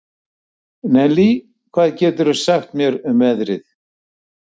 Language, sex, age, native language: Icelandic, male, 70-79, Icelandic